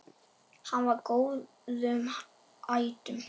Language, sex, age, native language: Icelandic, male, 8, Icelandic